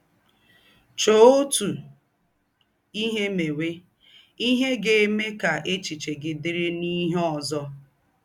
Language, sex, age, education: Igbo, female, 30-45, tertiary